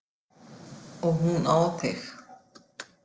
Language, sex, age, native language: Icelandic, female, 50-59, Icelandic